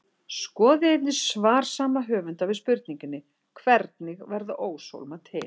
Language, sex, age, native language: Icelandic, female, 60-69, Icelandic